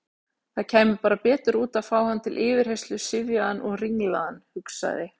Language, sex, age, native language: Icelandic, female, 40-49, Icelandic